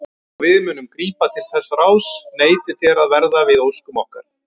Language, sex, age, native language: Icelandic, male, 30-39, Icelandic